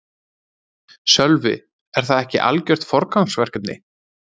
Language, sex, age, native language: Icelandic, male, 30-39, Icelandic